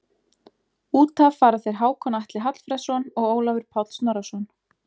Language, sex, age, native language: Icelandic, female, 20-29, Icelandic